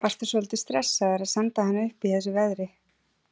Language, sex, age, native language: Icelandic, female, 40-49, Icelandic